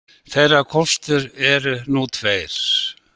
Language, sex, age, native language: Icelandic, male, 60-69, Icelandic